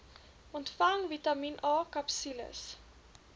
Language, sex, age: Afrikaans, female, 21